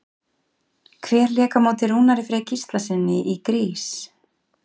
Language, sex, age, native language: Icelandic, female, 40-49, Icelandic